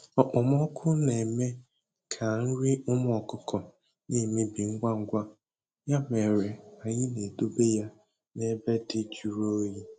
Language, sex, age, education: Igbo, male, 15-29, tertiary